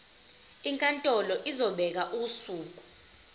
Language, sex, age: Zulu, female, 25